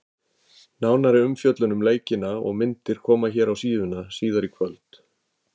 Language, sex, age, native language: Icelandic, male, 50-59, Icelandic